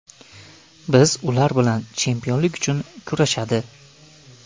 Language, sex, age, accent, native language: Uzbek, male, 25-34, Farg'ona, Uzbek